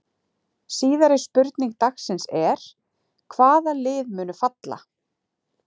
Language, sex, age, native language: Icelandic, female, 40-49, Icelandic